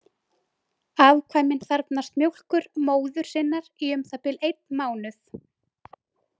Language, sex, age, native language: Icelandic, female, 20-29, Icelandic